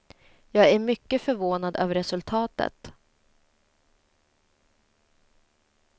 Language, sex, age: Swedish, female, 30